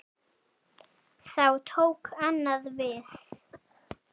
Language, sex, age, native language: Icelandic, female, 7, Icelandic